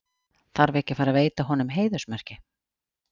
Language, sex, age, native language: Icelandic, female, 40-49, Icelandic